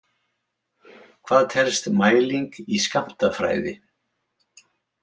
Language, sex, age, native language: Icelandic, male, 70-79, Icelandic